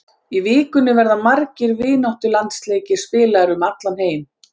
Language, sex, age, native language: Icelandic, female, 40-49, Icelandic